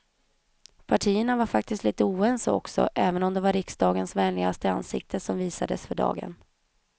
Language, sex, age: Swedish, female, 31